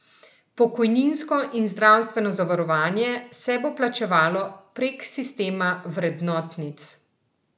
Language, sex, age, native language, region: Slovenian, female, 30-49, Slovenian, Central Slovenia